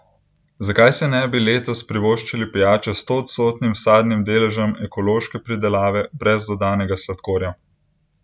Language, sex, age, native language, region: Slovenian, male, 18-29, Slovenian, Central Slovenia